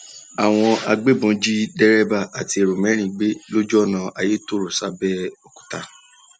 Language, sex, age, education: Yoruba, male, 15-29, tertiary